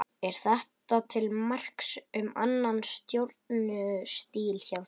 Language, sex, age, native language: Icelandic, male, 11, Icelandic